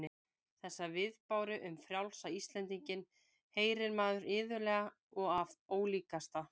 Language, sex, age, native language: Icelandic, female, 20-29, Icelandic